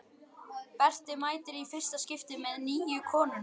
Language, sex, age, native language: Icelandic, male, 11, Icelandic